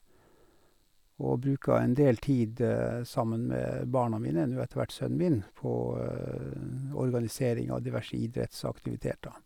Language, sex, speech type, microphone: Norwegian, male, spontaneous, Sennheiser